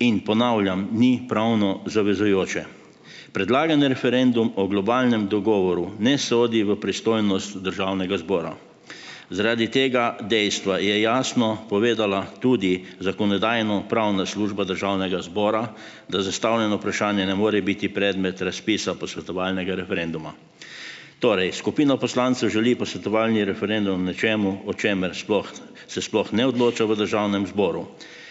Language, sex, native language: Slovenian, male, Slovenian